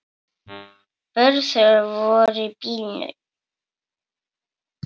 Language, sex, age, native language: Icelandic, female, 7, Icelandic